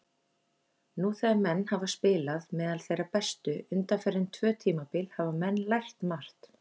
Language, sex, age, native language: Icelandic, female, 30-39, Icelandic